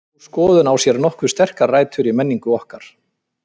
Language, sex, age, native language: Icelandic, male, 50-59, Icelandic